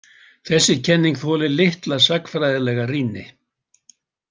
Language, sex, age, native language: Icelandic, male, 80-89, Icelandic